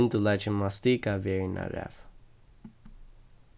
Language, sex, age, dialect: Faroese, male, 15-35, Suðurstreymoy